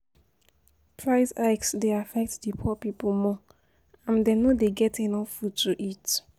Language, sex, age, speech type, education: Nigerian Pidgin, female, 15-29, spontaneous, tertiary